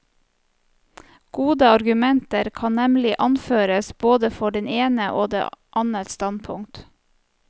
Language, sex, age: Norwegian, female, 34